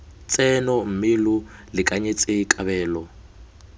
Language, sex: Tswana, male